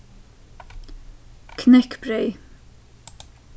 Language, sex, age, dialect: Faroese, female, 15-35, Suðurstreymoy